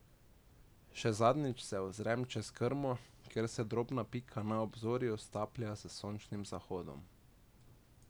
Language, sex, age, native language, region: Slovenian, male, 18-29, Slovenian, Drava region